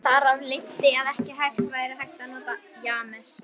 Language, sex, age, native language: Icelandic, female, 11, Icelandic